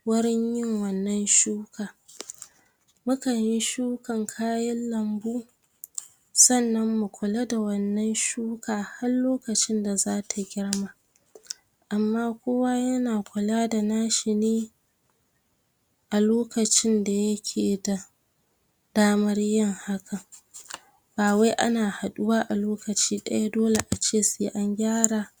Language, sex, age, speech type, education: Hausa, female, 46-60, spontaneous, tertiary